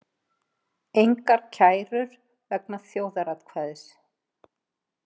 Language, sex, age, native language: Icelandic, female, 50-59, Icelandic